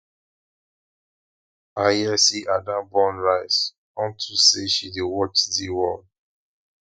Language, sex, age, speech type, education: Nigerian Pidgin, male, 15-29, spontaneous, tertiary